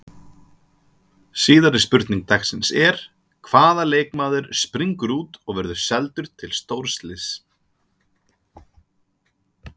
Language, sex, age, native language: Icelandic, male, 30-39, Icelandic